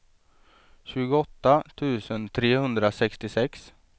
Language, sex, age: Swedish, male, 23